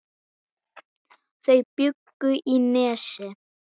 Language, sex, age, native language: Icelandic, male, 7, Icelandic